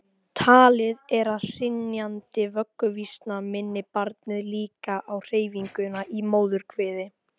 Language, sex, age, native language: Icelandic, female, 18-19, Icelandic